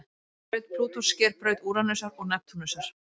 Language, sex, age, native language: Icelandic, female, 30-39, Icelandic